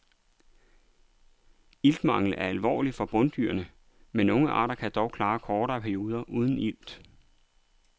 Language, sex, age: Danish, male, 39